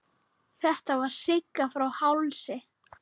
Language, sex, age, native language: Icelandic, female, 9, Icelandic